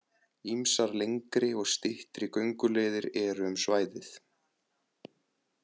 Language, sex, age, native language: Icelandic, male, 20-29, Icelandic